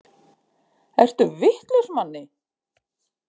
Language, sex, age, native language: Icelandic, female, 50-59, Icelandic